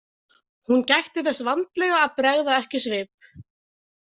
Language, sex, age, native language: Icelandic, female, 20-29, Icelandic